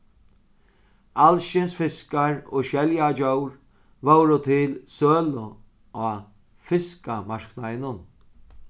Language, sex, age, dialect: Faroese, male, 36-60, Sandoy